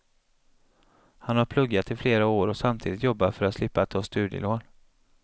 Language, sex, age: Swedish, male, 35